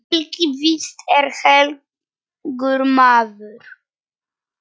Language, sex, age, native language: Icelandic, male, 9, Polish